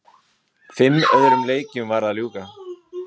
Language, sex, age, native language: Icelandic, male, 20-29, Icelandic